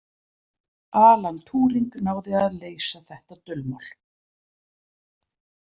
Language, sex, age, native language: Icelandic, female, 40-49, Icelandic